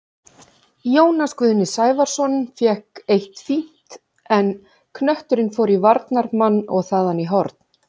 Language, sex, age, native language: Icelandic, female, 40-49, Icelandic